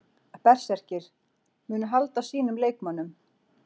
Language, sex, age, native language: Icelandic, female, 40-49, Icelandic